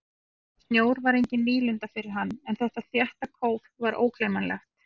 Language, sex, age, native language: Icelandic, female, 40-49, Icelandic